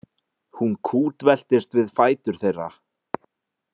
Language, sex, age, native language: Icelandic, male, 20-29, Icelandic